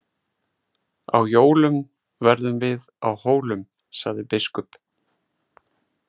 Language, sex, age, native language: Icelandic, male, 30-39, Icelandic